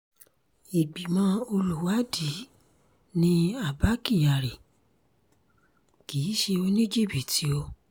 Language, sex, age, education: Yoruba, female, 30-45, tertiary